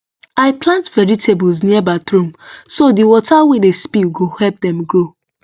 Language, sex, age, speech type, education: Nigerian Pidgin, female, 15-29, spontaneous, tertiary